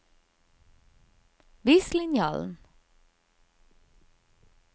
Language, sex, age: Norwegian, female, 50